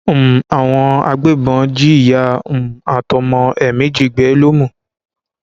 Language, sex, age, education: Yoruba, male, 15-29, secondary